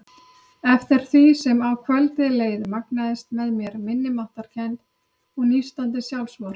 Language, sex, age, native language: Icelandic, female, 30-39, Icelandic